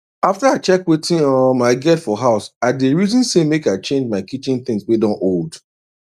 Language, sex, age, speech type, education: Nigerian Pidgin, male, 30-45, spontaneous, tertiary